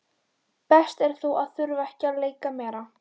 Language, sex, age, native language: Icelandic, female, 12, Icelandic